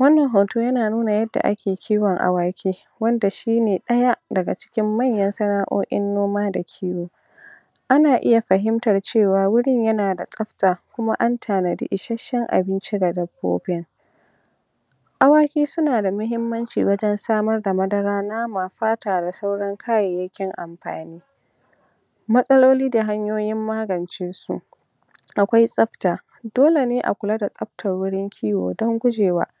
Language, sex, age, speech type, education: Hausa, female, 46-60, spontaneous, tertiary